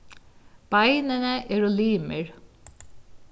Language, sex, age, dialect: Faroese, female, 36-60, Vágar